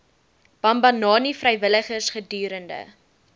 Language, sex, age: Afrikaans, female, 19